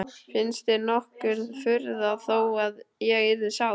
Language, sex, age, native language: Icelandic, male, 12, Icelandic